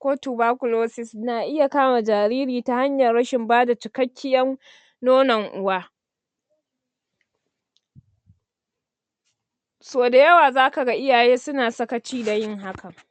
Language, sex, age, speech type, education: Hausa, female, 60+, spontaneous, secondary